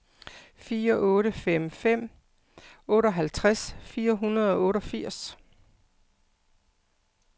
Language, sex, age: Danish, female, 55